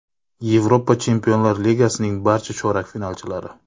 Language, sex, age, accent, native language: Uzbek, male, 25-34, Navoiy, Uzbek